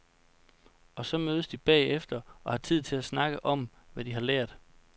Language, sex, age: Danish, male, 29